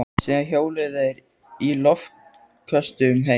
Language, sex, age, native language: Icelandic, male, 13, Icelandic